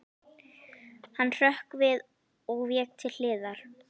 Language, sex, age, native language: Icelandic, female, 11, Icelandic